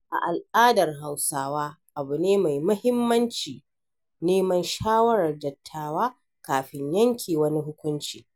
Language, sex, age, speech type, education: Hausa, female, 60+, read, primary